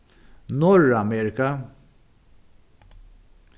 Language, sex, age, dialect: Faroese, male, 61+, Norðuroyggjar